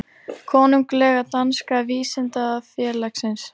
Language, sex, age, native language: Icelandic, female, 40-49, Icelandic